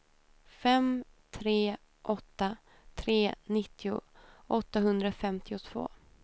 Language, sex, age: Swedish, female, 28